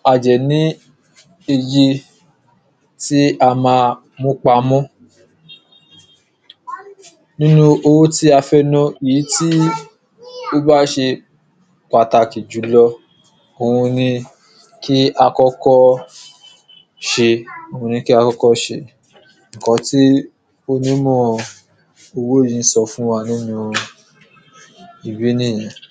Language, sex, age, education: Yoruba, male, 15-29, secondary